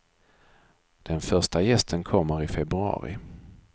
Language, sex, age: Swedish, male, 42